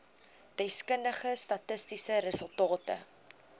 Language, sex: Afrikaans, female